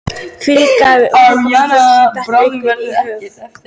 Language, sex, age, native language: Icelandic, female, 18-19, Icelandic